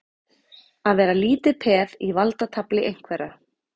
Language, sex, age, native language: Icelandic, female, 30-39, Icelandic